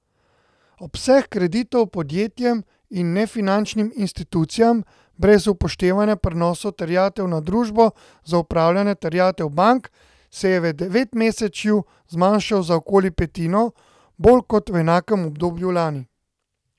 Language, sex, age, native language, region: Slovenian, male, 30-49, Slovenian, Central Slovenia